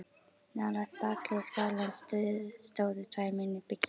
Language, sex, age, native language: Icelandic, female, 11, Icelandic